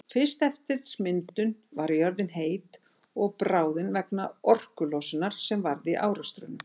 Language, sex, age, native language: Icelandic, female, 60-69, Icelandic